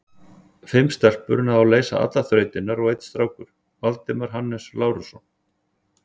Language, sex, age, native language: Icelandic, male, 40-49, Icelandic